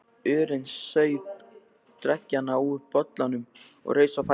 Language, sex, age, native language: Icelandic, male, 13, Icelandic